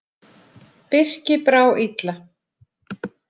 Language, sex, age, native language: Icelandic, female, 30-39, Icelandic